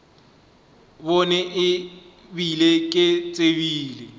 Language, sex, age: Northern Sotho, male, 23